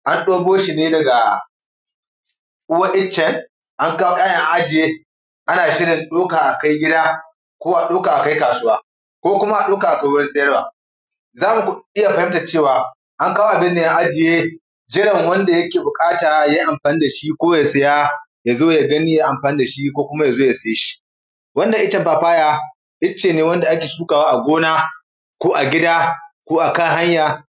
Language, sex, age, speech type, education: Hausa, male, 30-45, spontaneous, primary